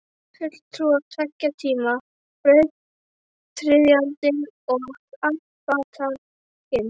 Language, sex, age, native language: Icelandic, female, 12, Icelandic